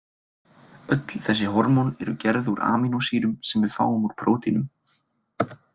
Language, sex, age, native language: Icelandic, male, 20-29, Icelandic